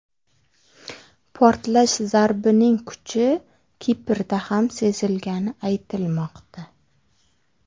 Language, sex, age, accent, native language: Uzbek, female, 25-34, Surxondaryo, Uzbek